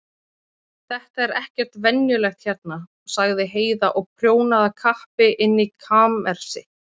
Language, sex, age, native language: Icelandic, female, 30-39, Icelandic